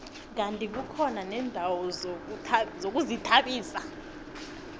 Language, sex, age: South Ndebele, female, 19